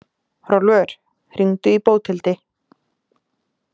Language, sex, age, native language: Icelandic, female, 20-29, Icelandic